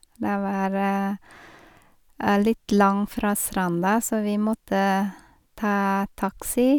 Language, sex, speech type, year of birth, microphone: Norwegian, female, spontaneous, 1973, Sennheiser